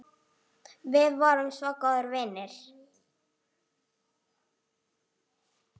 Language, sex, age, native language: Icelandic, female, 8, Icelandic